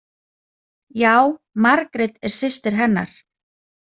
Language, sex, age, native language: Icelandic, female, 30-39, Icelandic